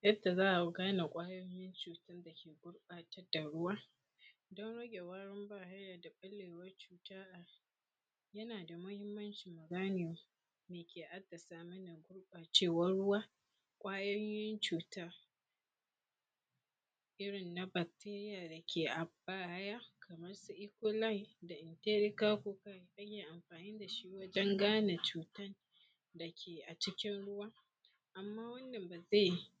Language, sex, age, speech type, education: Hausa, female, 15-29, spontaneous, secondary